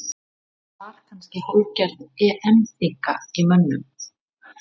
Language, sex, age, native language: Icelandic, female, 30-39, Icelandic